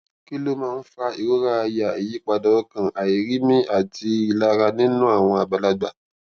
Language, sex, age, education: Yoruba, male, 15-29, tertiary